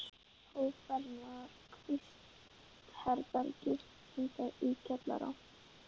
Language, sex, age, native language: Icelandic, male, 11, Icelandic